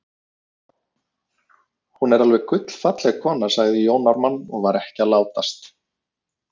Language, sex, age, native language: Icelandic, male, 30-39, Icelandic